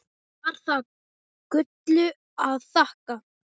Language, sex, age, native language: Icelandic, male, 8, Icelandic